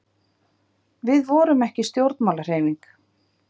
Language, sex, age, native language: Icelandic, female, 50-59, Icelandic